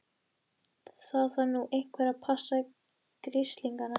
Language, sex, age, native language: Icelandic, female, 13, Icelandic